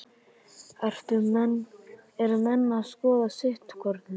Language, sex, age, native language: Icelandic, male, 11, Icelandic